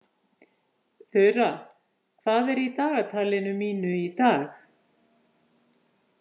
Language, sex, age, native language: Icelandic, female, 50-59, Icelandic